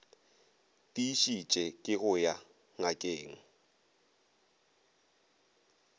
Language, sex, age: Northern Sotho, male, 22